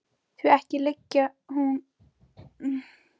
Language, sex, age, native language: Icelandic, female, 11, Icelandic